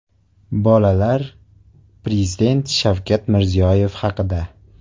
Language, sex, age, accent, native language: Uzbek, male, 18-24, Surxondaryo, Uzbek